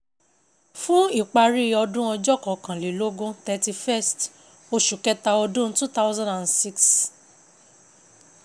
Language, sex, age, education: Yoruba, female, 15-29, secondary